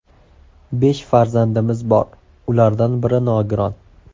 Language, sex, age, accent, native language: Uzbek, male, 18-24, Andijon, Uzbek